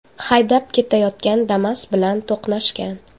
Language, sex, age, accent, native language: Uzbek, female, 18-24, Toshkent shahri, Uzbek